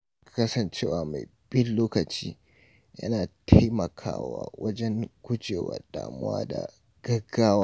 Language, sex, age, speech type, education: Hausa, male, 46-60, read, tertiary